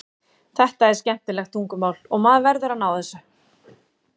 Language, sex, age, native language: Icelandic, female, 40-49, Icelandic